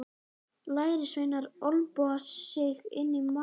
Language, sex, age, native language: Icelandic, male, 11, Icelandic